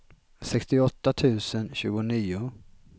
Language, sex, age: Swedish, male, 33